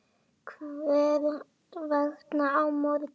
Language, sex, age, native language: Icelandic, male, 9, Icelandic